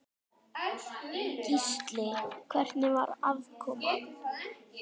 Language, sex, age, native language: Icelandic, male, 10, Icelandic